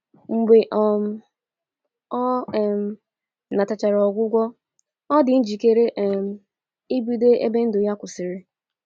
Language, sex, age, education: Igbo, female, 15-29, tertiary